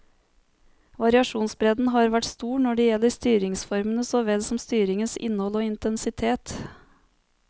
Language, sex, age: Norwegian, female, 30